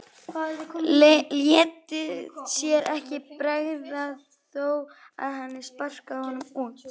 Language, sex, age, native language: Icelandic, female, 11, Icelandic